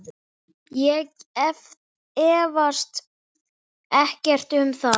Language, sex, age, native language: Icelandic, male, 8, Icelandic